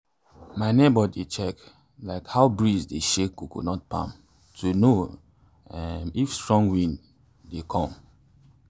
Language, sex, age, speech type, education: Nigerian Pidgin, male, 15-29, spontaneous, tertiary